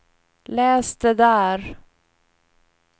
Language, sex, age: Swedish, female, 41